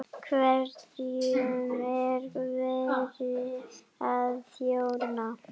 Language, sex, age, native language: Icelandic, female, 8, Icelandic